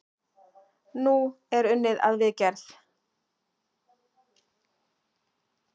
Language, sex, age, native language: Icelandic, female, 40-49, Icelandic